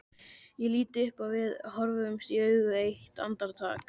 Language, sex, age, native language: Icelandic, male, 13, Icelandic